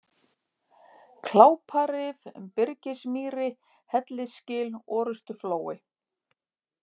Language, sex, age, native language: Icelandic, female, 50-59, Icelandic